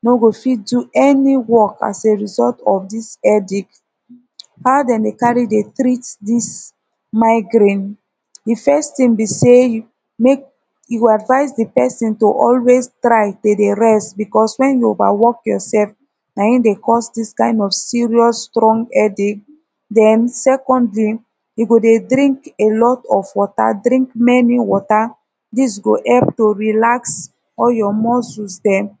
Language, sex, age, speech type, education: Nigerian Pidgin, female, 30-45, spontaneous, tertiary